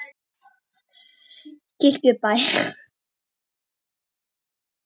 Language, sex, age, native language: Icelandic, male, 50-59, Icelandic